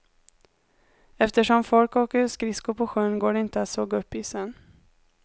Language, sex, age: Swedish, female, 19